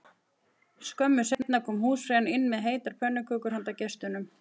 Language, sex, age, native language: Icelandic, female, 40-49, Icelandic